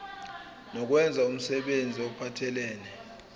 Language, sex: Zulu, male